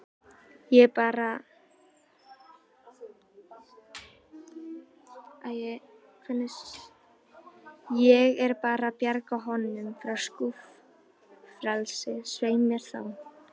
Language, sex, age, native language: Icelandic, female, 18-19, Icelandic